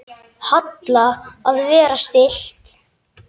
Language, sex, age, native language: Icelandic, male, 10, Icelandic